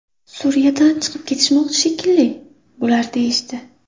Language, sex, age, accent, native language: Uzbek, female, 25-34, Buxoro, Uzbek